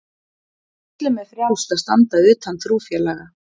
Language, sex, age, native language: Icelandic, female, 40-49, Icelandic